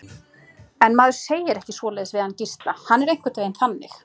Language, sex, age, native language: Icelandic, female, 30-39, Icelandic